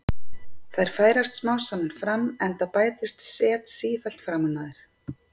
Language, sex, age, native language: Icelandic, female, 50-59, Icelandic